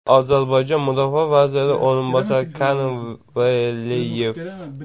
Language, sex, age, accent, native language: Uzbek, male, 18-24, Jizzax, Uzbek